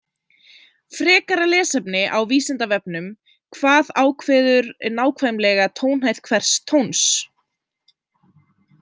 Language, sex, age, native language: Icelandic, female, 20-29, Icelandic